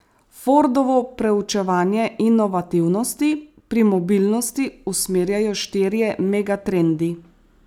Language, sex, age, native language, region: Slovenian, female, 30-49, Slovenian, Savinja region